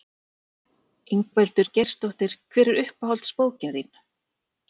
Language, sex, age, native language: Icelandic, female, 40-49, Icelandic